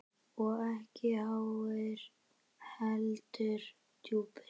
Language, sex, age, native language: Icelandic, male, 10, Icelandic